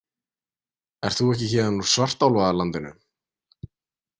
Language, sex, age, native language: Icelandic, male, 20-29, Icelandic